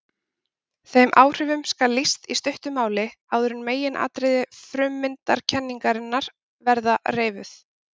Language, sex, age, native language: Icelandic, female, 30-39, Icelandic